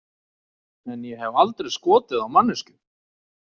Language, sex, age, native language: Icelandic, male, 40-49, Icelandic